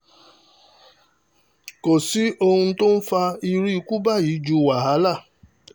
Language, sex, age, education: Yoruba, male, 30-45, tertiary